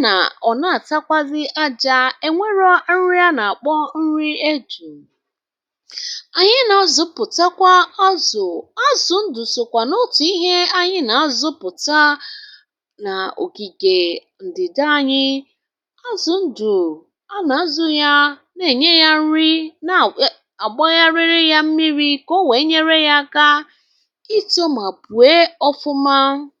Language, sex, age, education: Igbo, female, 30-45, tertiary